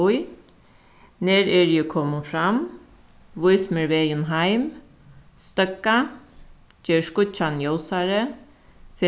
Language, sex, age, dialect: Faroese, female, 36-60, Suðuroy